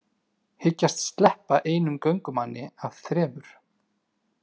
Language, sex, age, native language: Icelandic, male, 30-39, Icelandic